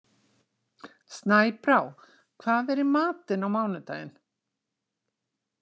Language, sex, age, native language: Icelandic, female, 60-69, Icelandic